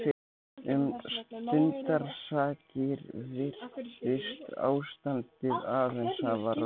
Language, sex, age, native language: Icelandic, male, 14, Icelandic